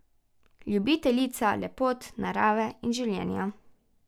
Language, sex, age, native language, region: Slovenian, female, 12-17, Slovenian, Carinthia region